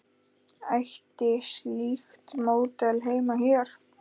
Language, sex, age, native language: Icelandic, male, 10, Icelandic